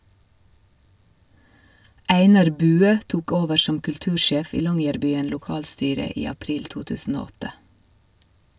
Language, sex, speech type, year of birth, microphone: Norwegian, female, read, 1970, Shure